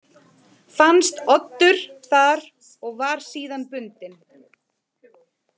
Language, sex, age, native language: Icelandic, female, 30-39, Icelandic